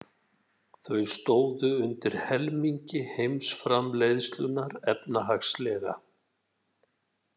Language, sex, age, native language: Icelandic, male, 60-69, Icelandic